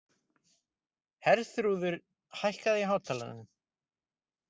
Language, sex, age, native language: Icelandic, male, 20-29, Icelandic